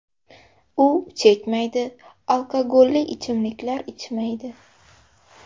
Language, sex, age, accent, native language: Uzbek, female, 18-24, Xorazm, Uzbek